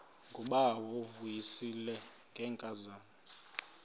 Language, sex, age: Xhosa, male, 20